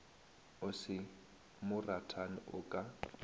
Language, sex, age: Northern Sotho, male, 19